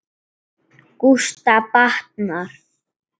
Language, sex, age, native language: Icelandic, male, 7, Icelandic